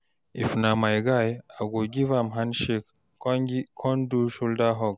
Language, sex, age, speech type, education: Nigerian Pidgin, male, 46-60, read, tertiary